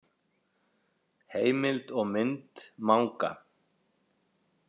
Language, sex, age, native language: Icelandic, male, 40-49, Icelandic